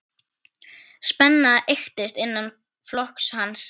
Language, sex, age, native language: Icelandic, female, 10, Icelandic